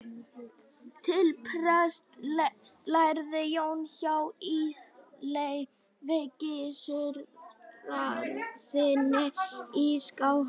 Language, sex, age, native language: Icelandic, male, 18-19, Icelandic